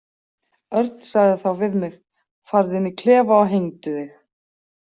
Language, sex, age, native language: Icelandic, female, 40-49, Icelandic